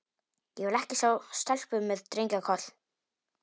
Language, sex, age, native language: Icelandic, male, 18-19, Polish